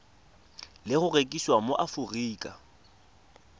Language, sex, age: Tswana, male, 22